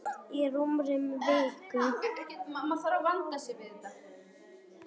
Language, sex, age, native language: Icelandic, female, 10, Icelandic